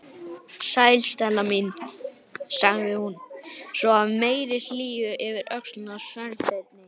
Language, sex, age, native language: Icelandic, male, 18-19, Icelandic